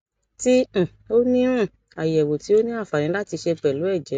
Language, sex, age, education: Yoruba, female, 60+, tertiary